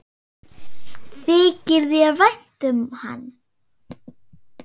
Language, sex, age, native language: Icelandic, female, 8, Swedish